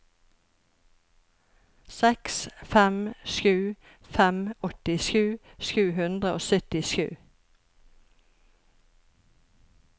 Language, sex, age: Norwegian, female, 54